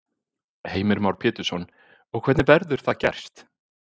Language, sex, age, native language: Icelandic, male, 50-59, Icelandic